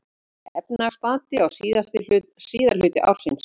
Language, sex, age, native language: Icelandic, female, 50-59, Icelandic